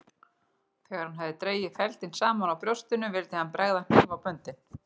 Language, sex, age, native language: Icelandic, female, 40-49, Icelandic